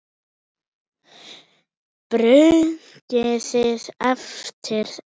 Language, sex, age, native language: Icelandic, male, 8, Icelandic